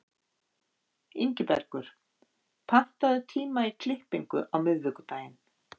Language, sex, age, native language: Icelandic, female, 50-59, Icelandic